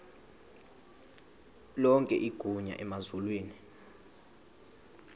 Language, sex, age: Xhosa, male, 22